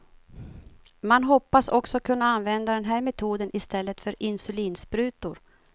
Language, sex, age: Swedish, female, 52